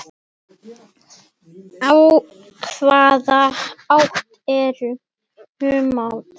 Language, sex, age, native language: Icelandic, male, 9, Icelandic